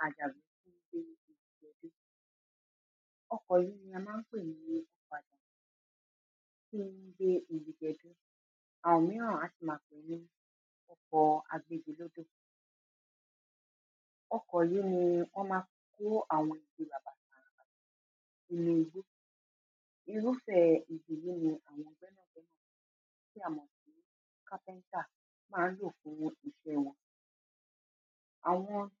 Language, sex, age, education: Yoruba, female, 15-29, tertiary